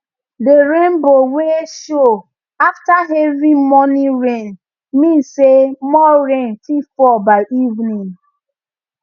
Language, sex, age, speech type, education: Nigerian Pidgin, female, 15-29, spontaneous, tertiary